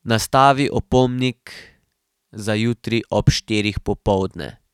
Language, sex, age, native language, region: Slovenian, male, 18-29, Slovenian, Drava region